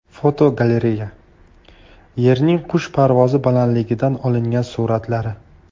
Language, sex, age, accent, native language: Uzbek, male, 18-24, Farg'ona, Tajik